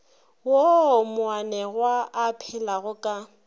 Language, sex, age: Northern Sotho, female, 26